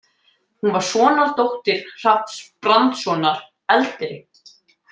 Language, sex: Icelandic, male